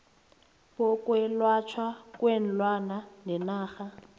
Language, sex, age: South Ndebele, female, 23